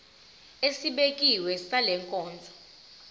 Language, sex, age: Zulu, female, 25